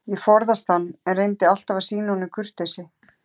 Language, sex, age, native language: Icelandic, male, 13, Icelandic